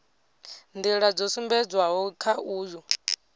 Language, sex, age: Venda, female, 22